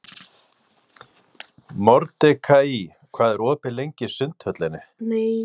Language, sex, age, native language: Icelandic, male, 40-49, Icelandic